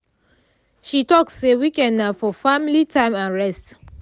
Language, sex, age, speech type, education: Nigerian Pidgin, female, 30-45, spontaneous, tertiary